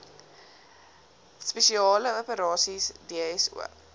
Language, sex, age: Afrikaans, female, 19